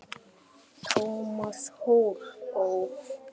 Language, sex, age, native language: Icelandic, male, 7, Icelandic